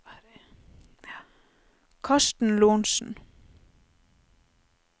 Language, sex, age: Norwegian, female, 30